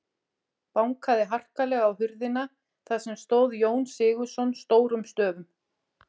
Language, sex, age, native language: Icelandic, female, 40-49, Icelandic